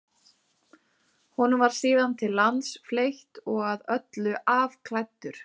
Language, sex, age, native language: Icelandic, female, 30-39, Icelandic